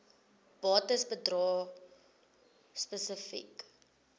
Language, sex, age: Afrikaans, female, 22